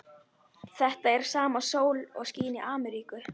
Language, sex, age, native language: Icelandic, female, 11, Icelandic